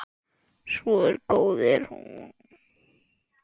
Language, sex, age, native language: Icelandic, male, 10, Icelandic